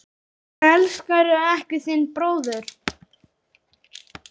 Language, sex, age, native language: Icelandic, male, 8, Icelandic